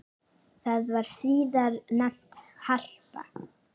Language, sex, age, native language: Icelandic, female, 9, Icelandic